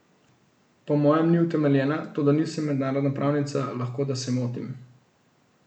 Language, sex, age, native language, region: Slovenian, male, 18-29, Slovenian, Central Slovenia